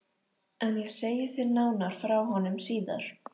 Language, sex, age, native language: Icelandic, female, 13, Icelandic